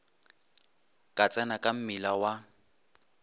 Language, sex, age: Northern Sotho, male, 23